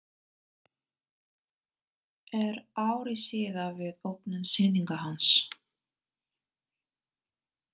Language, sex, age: Icelandic, female, 30-39